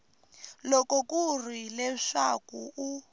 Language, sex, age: Tsonga, female, 19